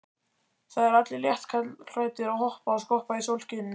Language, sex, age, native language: Icelandic, male, 12, Icelandic